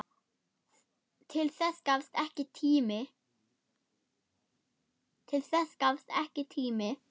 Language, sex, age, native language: Icelandic, female, 8, German